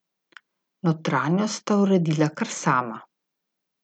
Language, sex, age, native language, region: Slovenian, female, 50-59, Slovenian, Gorica region